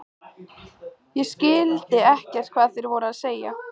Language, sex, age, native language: Icelandic, female, 15, Icelandic